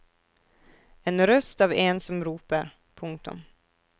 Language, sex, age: Norwegian, female, 24